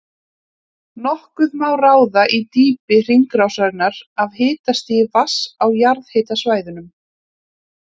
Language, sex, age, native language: Icelandic, female, 30-39, Icelandic